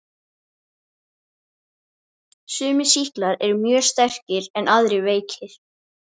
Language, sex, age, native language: Icelandic, female, 13, Icelandic